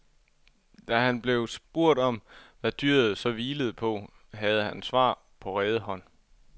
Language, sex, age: Danish, male, 24